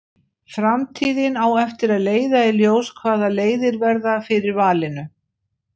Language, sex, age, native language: Icelandic, female, 60-69, Icelandic